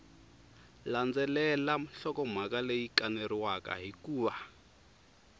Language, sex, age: Tsonga, male, 24